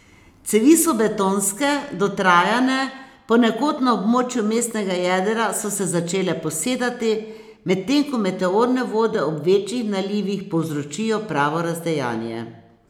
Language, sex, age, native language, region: Slovenian, female, 60+, Slovenian, Posavska region